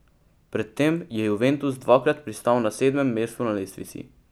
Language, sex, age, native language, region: Slovenian, male, 12-17, Slovenian, Pomurje region